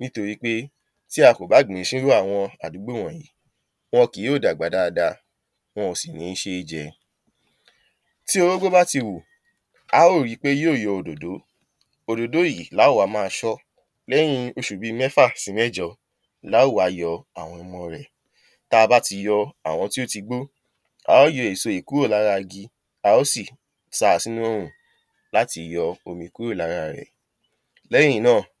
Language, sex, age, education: Yoruba, male, 15-29, tertiary